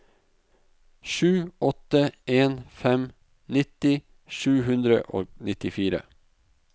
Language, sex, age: Norwegian, male, 44